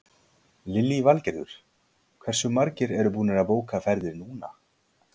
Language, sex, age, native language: Icelandic, male, 40-49, Icelandic